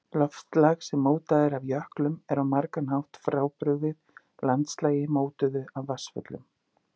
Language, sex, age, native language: Icelandic, female, 50-59, Icelandic